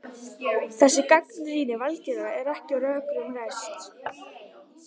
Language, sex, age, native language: Icelandic, female, 18-19, Icelandic